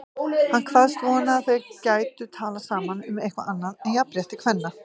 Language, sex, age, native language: Icelandic, female, 50-59, Icelandic